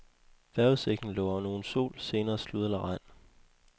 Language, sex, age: Danish, male, 21